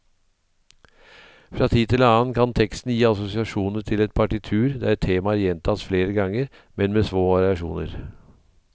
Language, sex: Norwegian, male